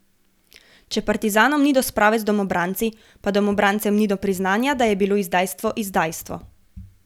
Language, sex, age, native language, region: Slovenian, female, 18-29, Slovenian, Gorenjska region